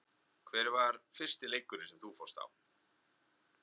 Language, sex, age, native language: Icelandic, male, 30-39, Icelandic